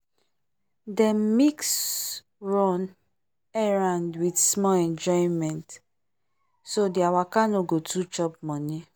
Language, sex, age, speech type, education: Nigerian Pidgin, female, 15-29, spontaneous, tertiary